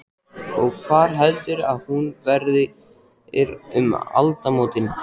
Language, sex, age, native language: Icelandic, male, 14, Icelandic